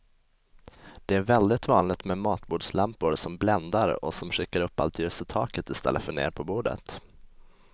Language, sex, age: Swedish, male, 20